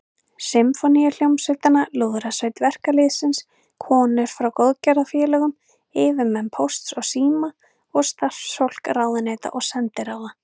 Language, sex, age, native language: Icelandic, female, 30-39, Icelandic